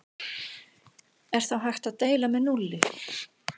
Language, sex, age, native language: Icelandic, female, 60-69, Icelandic